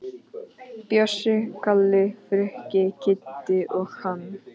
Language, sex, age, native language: Icelandic, male, 15, Icelandic